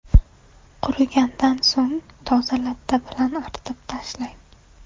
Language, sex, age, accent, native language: Uzbek, female, 18-24, Namangan, Uzbek